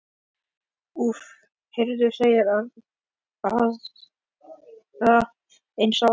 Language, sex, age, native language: Icelandic, male, 11, Icelandic